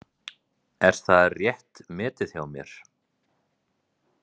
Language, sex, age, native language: Icelandic, male, 30-39, Icelandic